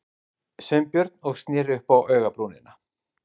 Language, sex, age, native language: Icelandic, male, 30-39, Icelandic